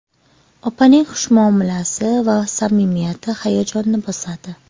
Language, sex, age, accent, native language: Uzbek, female, 25-34, Qashqadaryo, Uzbek